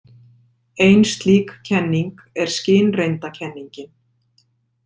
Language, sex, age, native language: Icelandic, female, 50-59, Icelandic